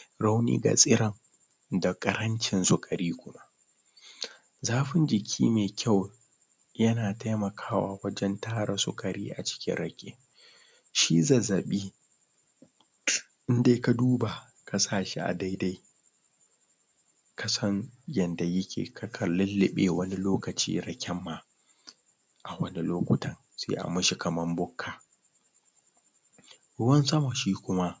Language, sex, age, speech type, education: Hausa, male, 30-45, spontaneous, tertiary